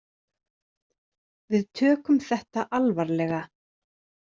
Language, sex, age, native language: Icelandic, female, 30-39, Icelandic